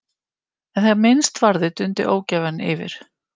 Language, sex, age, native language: Icelandic, female, 50-59, Icelandic